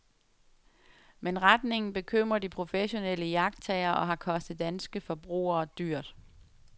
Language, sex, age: Danish, female, 35